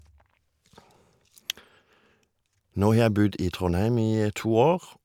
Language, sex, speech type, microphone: Norwegian, male, spontaneous, Shure